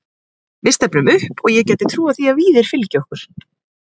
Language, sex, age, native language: Icelandic, female, 20-29, Icelandic